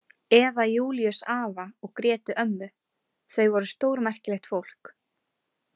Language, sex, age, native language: Icelandic, female, 18-19, Icelandic